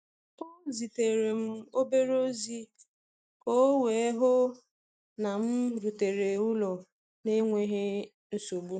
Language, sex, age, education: Igbo, female, 30-45, tertiary